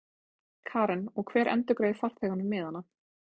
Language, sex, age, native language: Icelandic, female, 20-29, Icelandic